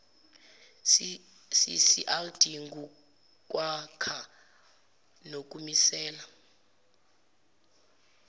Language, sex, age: Zulu, female, 17